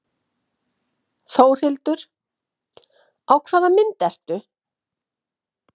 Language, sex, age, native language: Icelandic, female, 50-59, Icelandic